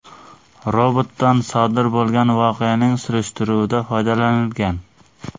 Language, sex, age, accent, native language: Uzbek, male, 18-24, Xorazm, Uzbek